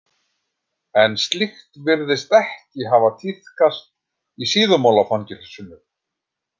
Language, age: Icelandic, 50-59